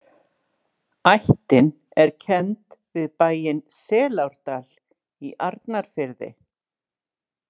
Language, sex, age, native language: Icelandic, female, 60-69, Icelandic